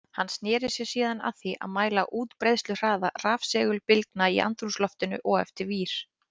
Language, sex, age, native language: Icelandic, female, 30-39, Icelandic